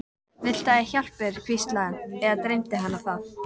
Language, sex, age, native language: Icelandic, female, 14, Icelandic